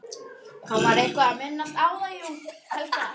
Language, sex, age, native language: Icelandic, female, 11, Icelandic